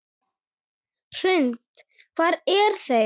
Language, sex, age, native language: Icelandic, female, 8, Icelandic